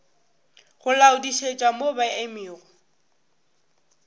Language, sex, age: Northern Sotho, female, 18